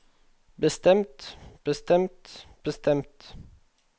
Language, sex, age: Norwegian, male, 21